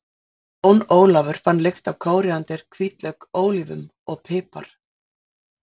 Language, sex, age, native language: Icelandic, female, 40-49, Icelandic